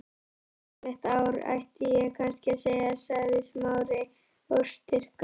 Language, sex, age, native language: Icelandic, female, 11, Icelandic